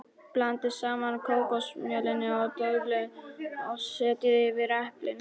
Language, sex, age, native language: Icelandic, male, 12, Polish